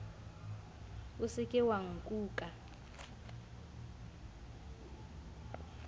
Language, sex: Southern Sotho, female